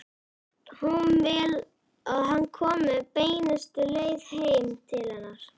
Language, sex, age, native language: Icelandic, male, 11, Icelandic